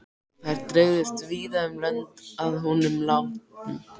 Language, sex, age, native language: Icelandic, male, 13, Icelandic